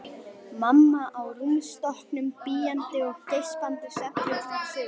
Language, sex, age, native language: Icelandic, female, 11, Icelandic